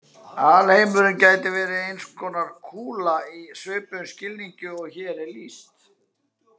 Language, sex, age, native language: Icelandic, male, 50-59, Icelandic